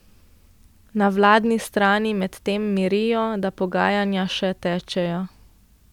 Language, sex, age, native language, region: Slovenian, female, 18-29, Slovenian, Central Slovenia